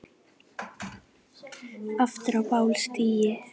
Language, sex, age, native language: Icelandic, female, 10, Icelandic